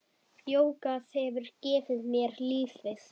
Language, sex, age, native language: Icelandic, female, 10, Icelandic